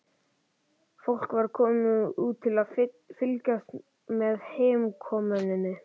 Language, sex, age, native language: Icelandic, male, 11, Icelandic